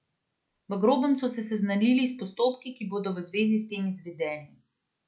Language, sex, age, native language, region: Slovenian, female, 30-49, Slovenian, Central Slovenia